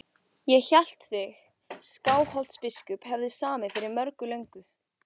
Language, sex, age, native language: Icelandic, female, 14, Icelandic